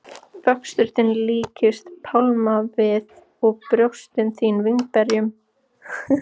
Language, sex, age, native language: Icelandic, female, 14, Icelandic